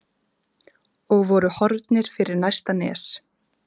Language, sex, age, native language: Icelandic, female, 30-39, Icelandic